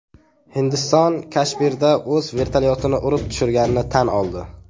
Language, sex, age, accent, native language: Uzbek, male, under 19, Toshkent viloyati, Uzbek